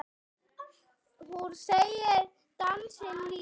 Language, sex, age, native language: Icelandic, male, 8, Icelandic